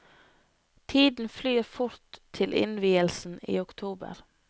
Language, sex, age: Norwegian, female, 25